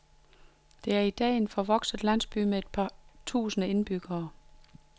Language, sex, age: Danish, female, 42